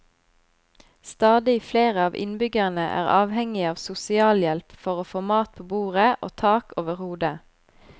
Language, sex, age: Norwegian, female, 25